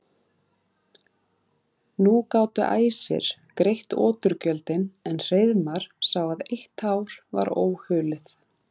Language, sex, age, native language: Icelandic, female, 30-39, Icelandic